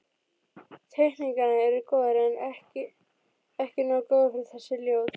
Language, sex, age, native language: Icelandic, female, 12, Icelandic